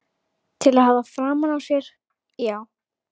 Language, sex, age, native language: Icelandic, female, 11, Icelandic